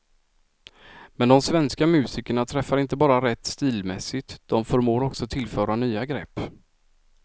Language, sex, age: Swedish, male, 46